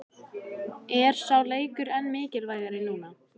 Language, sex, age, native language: Icelandic, female, 14, Icelandic